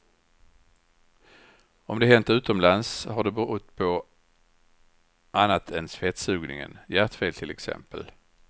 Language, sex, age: Swedish, male, 61